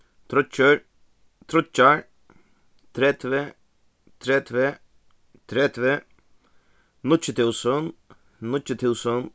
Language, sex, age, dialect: Faroese, male, 15-35, Suðuroy